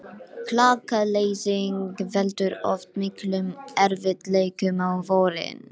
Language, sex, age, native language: Icelandic, female, 12, Icelandic